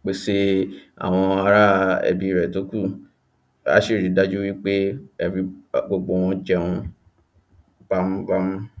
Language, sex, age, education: Yoruba, male, 15-29, tertiary